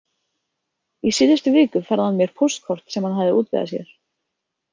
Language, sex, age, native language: Icelandic, female, 30-39, Icelandic